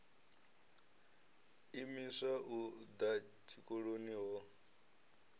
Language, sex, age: Venda, male, 23